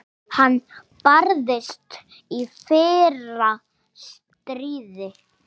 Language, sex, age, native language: Icelandic, male, 6, Icelandic